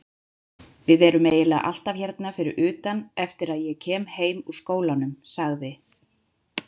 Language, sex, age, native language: Icelandic, female, 30-39, Icelandic